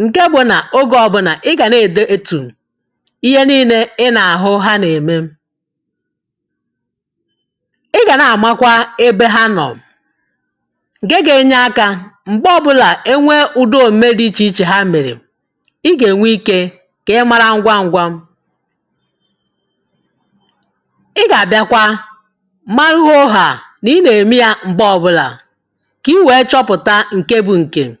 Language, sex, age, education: Igbo, female, 30-45, tertiary